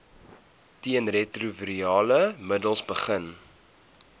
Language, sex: Afrikaans, male